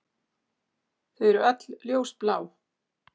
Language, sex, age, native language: Icelandic, female, 60-69, Icelandic